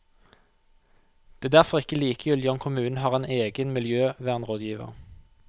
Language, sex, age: Norwegian, male, 28